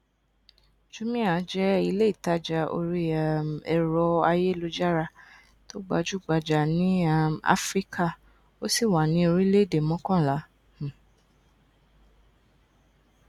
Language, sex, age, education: Yoruba, female, 15-29, tertiary